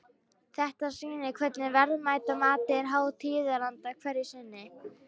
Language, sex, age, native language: Icelandic, female, 18-19, Icelandic